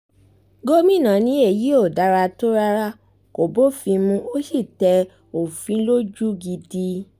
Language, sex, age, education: Yoruba, female, 15-29, tertiary